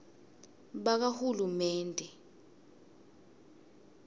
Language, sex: Swati, female